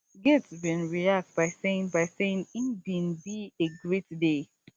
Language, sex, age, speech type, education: Nigerian Pidgin, female, 15-29, spontaneous, tertiary